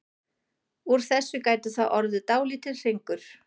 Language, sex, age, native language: Icelandic, female, 40-49, German